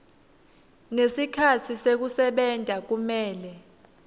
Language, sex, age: Swati, female, 19